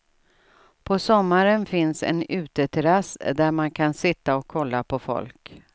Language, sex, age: Swedish, female, 67